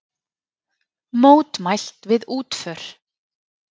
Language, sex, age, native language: Icelandic, female, 30-39, Icelandic